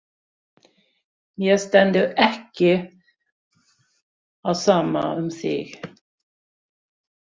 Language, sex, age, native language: Icelandic, female, 60-69, Swedish